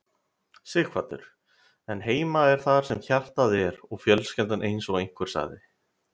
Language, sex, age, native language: Icelandic, male, 30-39, Icelandic